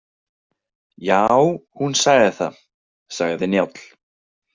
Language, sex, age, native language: Icelandic, male, 20-29, Icelandic